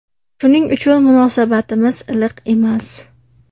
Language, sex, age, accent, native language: Uzbek, female, 18-24, Namangan, Uzbek